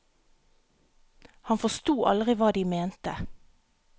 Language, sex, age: Norwegian, female, 37